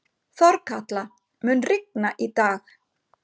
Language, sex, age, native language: Icelandic, female, 50-59, Icelandic